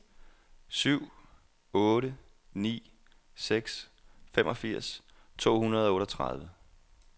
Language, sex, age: Danish, male, 28